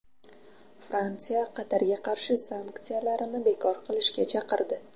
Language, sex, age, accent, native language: Uzbek, female, 12-17, Toshkent viloyati, Uzbek